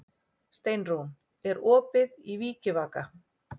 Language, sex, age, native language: Icelandic, female, 40-49, Icelandic